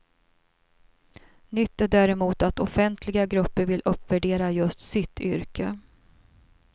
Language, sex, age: Swedish, female, 42